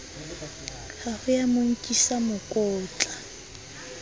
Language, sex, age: Southern Sotho, female, 30